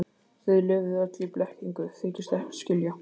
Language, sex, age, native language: Icelandic, male, 15, Icelandic